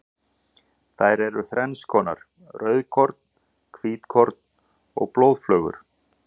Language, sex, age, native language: Icelandic, male, 40-49, Icelandic